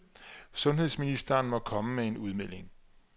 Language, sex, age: Danish, male, 34